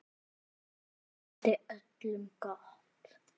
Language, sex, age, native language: Icelandic, male, 9, Icelandic